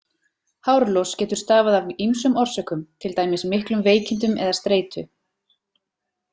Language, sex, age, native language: Icelandic, female, 40-49, Icelandic